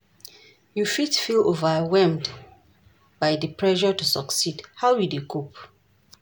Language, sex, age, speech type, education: Nigerian Pidgin, female, 46-60, read, tertiary